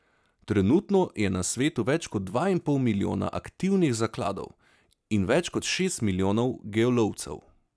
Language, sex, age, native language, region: Slovenian, male, 30-49, Slovenian, Savinja region